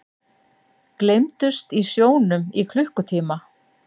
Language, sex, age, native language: Icelandic, female, 60-69, Icelandic